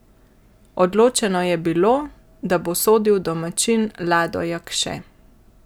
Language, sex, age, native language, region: Slovenian, male, 50-59, Slovenian, Central Slovenia